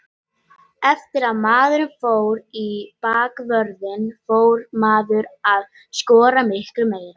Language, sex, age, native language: Icelandic, female, 18-19, Icelandic